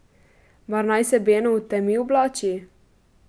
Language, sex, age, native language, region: Slovenian, female, 12-17, Slovenian, Pomurje region